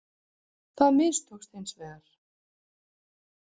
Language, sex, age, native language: Icelandic, female, 40-49, Icelandic